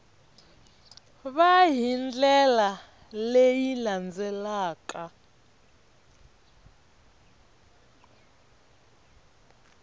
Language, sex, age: Tsonga, female, 25